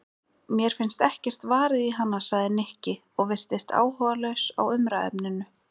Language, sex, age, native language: Icelandic, female, 20-29, Icelandic